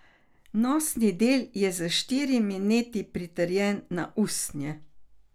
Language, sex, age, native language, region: Slovenian, female, 60+, Slovenian, Carinthia region